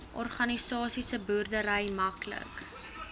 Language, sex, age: Afrikaans, female, 20